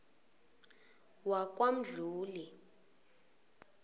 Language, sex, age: South Ndebele, female, 22